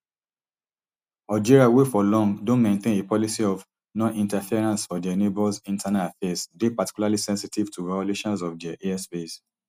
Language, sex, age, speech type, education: Nigerian Pidgin, male, 30-45, spontaneous, tertiary